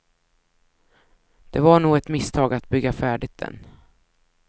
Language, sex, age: Swedish, female, 33